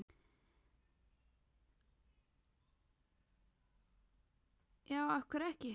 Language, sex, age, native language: Icelandic, male, 8, Icelandic